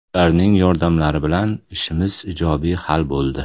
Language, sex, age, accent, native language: Uzbek, male, 35+, Toshkent shahri, Uzbek